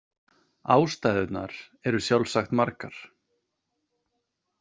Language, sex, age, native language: Icelandic, male, 30-39, Icelandic